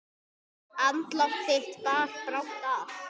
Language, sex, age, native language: Icelandic, male, 10, Icelandic